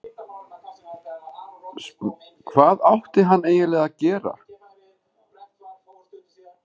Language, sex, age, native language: Icelandic, male, 40-49, Icelandic